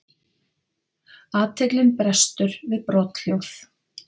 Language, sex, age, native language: Icelandic, female, 50-59, Icelandic